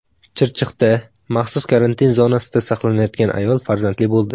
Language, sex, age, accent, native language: Uzbek, male, under 19, Samarqand, Uzbek